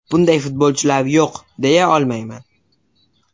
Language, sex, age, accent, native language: Uzbek, male, 18-24, Toshkent shahri, Uzbek